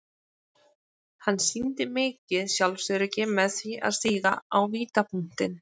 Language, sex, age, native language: Icelandic, female, 20-29, Icelandic